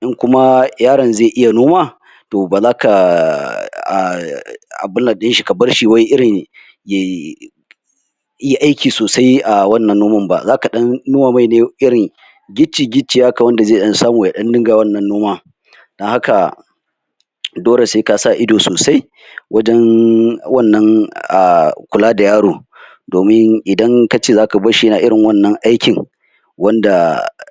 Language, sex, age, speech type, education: Hausa, male, 46-60, spontaneous, tertiary